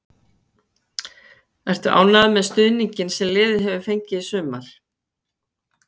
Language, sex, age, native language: Icelandic, female, 50-59, Icelandic